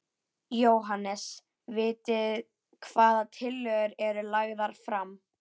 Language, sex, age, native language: Icelandic, female, 11, Icelandic